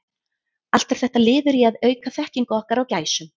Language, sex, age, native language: Icelandic, female, 30-39, Icelandic